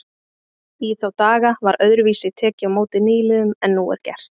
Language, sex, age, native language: Icelandic, female, 20-29, Icelandic